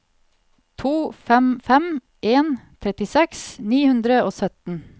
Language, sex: Norwegian, female